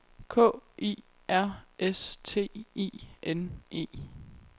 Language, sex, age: Danish, female, 23